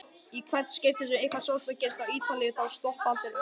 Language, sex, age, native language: Icelandic, female, 50-59, Icelandic